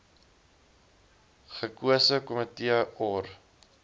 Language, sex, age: Afrikaans, male, 20